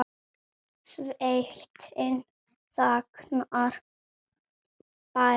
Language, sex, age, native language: Icelandic, male, 7, Icelandic